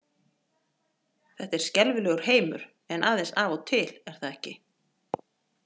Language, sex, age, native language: Icelandic, female, 40-49, Icelandic